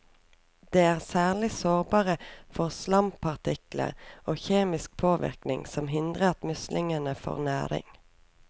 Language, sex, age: Norwegian, female, 24